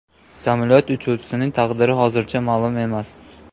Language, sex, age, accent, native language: Uzbek, male, 18-24, Namangan, Uzbek